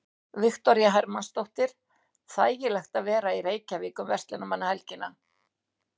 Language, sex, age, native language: Icelandic, female, 60-69, Icelandic